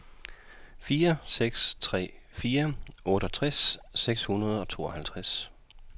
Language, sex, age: Danish, male, 40